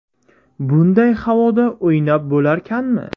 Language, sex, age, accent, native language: Uzbek, male, 18-24, Surxondaryo, Uzbek